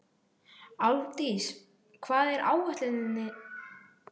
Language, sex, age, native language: Icelandic, male, 12, Icelandic